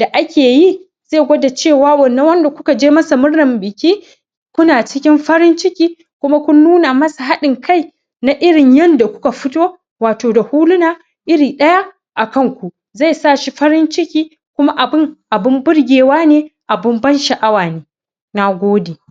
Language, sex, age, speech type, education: Hausa, female, 15-29, spontaneous, tertiary